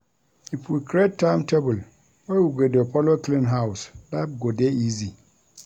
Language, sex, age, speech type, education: Nigerian Pidgin, male, 46-60, read, tertiary